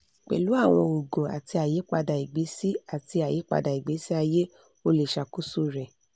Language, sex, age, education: Yoruba, female, 15-29, tertiary